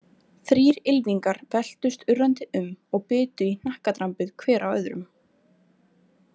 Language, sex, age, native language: Icelandic, female, 20-29, Icelandic